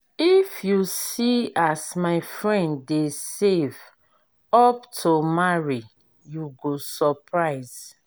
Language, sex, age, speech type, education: Nigerian Pidgin, female, 30-45, spontaneous, tertiary